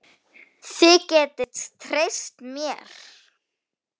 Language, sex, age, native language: Icelandic, female, 9, Icelandic